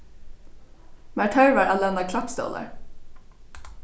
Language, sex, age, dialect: Faroese, female, 15-35, Norðurstreymoy/Eysturoy